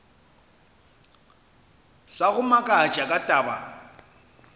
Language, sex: Northern Sotho, male